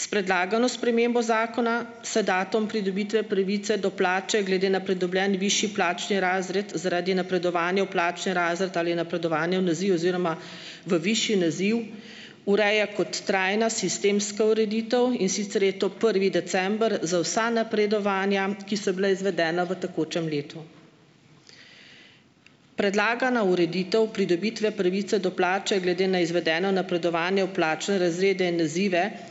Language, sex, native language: Slovenian, female, Slovenian